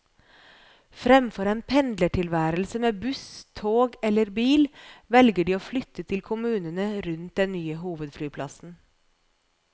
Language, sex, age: Norwegian, female, 41